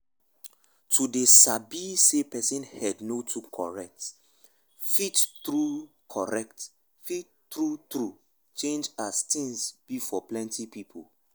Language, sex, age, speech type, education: Nigerian Pidgin, male, 15-29, spontaneous, tertiary